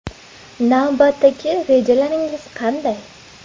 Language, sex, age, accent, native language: Uzbek, female, 18-24, Andijon, Uzbek